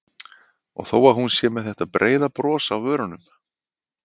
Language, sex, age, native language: Icelandic, male, 50-59, Icelandic